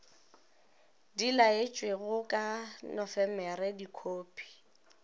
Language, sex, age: Northern Sotho, female, 19